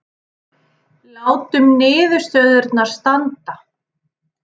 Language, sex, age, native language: Icelandic, female, 30-39, Icelandic